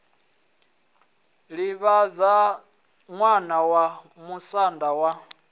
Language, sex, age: Venda, male, 20